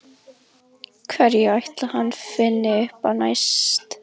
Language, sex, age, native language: Icelandic, female, 11, Icelandic